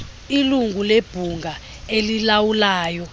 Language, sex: Xhosa, female